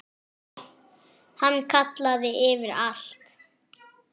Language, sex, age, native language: Icelandic, male, 8, French